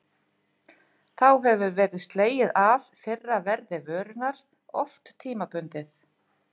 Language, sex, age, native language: Icelandic, female, 50-59, Icelandic